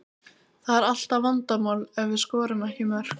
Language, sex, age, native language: Icelandic, female, 18-19, Icelandic